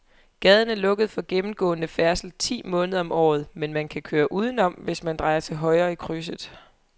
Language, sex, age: Danish, female, 23